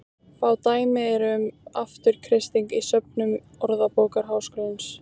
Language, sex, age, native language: Icelandic, female, 18-19, Icelandic